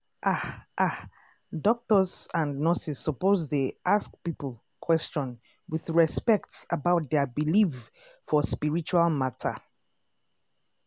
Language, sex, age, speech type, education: Nigerian Pidgin, female, 30-45, spontaneous, tertiary